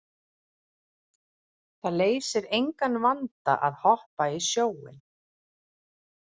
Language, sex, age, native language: Icelandic, female, 40-49, Icelandic